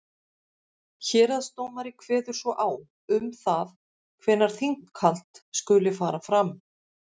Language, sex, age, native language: Icelandic, female, 50-59, Icelandic